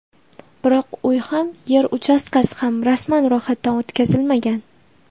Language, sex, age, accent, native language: Uzbek, female, 19-29, Andijon, Uzbek